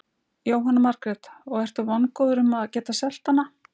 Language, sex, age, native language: Icelandic, female, 60-69, Icelandic